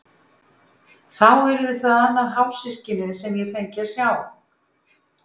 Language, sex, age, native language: Icelandic, female, 50-59, Icelandic